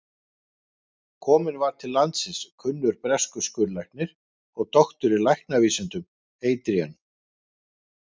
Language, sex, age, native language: Icelandic, male, 50-59, Icelandic